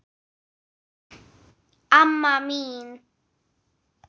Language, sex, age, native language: Icelandic, female, 8, English